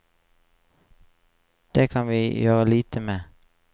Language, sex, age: Norwegian, male, 35